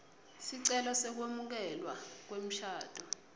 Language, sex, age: Swati, female, 22